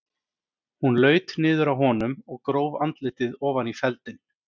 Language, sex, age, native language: Icelandic, male, 30-39, Icelandic